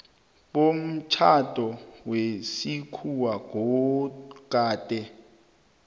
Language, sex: South Ndebele, male